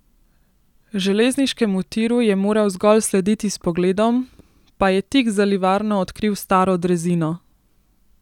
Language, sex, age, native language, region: Slovenian, female, 18-29, Slovenian, Central Slovenia